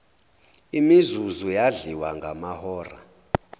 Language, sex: Zulu, male